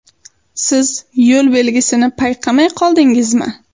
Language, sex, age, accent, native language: Uzbek, female, 18-24, Sirdaryo, Uzbek